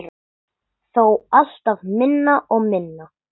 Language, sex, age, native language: Icelandic, male, 9, English